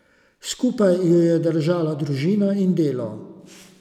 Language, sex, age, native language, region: Slovenian, male, 50-59, Slovenian, Savinja region